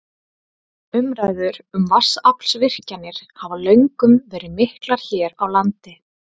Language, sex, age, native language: Icelandic, female, 30-39, Icelandic